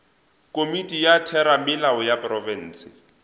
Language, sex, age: Northern Sotho, male, 20